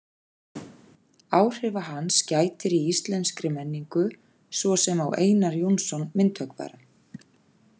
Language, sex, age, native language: Icelandic, female, 40-49, Icelandic